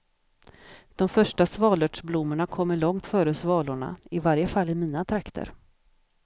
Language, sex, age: Swedish, female, 50